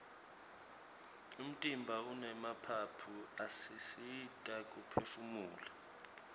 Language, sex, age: Swati, male, 25